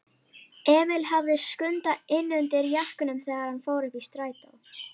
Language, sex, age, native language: Icelandic, female, 12, Icelandic